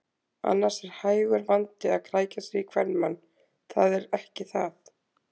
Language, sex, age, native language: Icelandic, female, 20-29, Icelandic